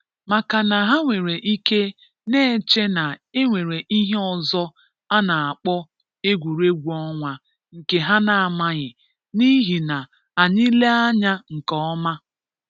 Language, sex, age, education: Igbo, female, 30-45, tertiary